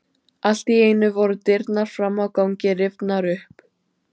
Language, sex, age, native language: Icelandic, female, 12, Icelandic